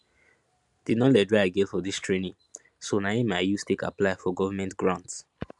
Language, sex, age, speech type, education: Nigerian Pidgin, male, 15-29, spontaneous, secondary